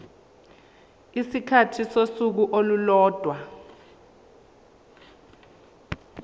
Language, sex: Zulu, female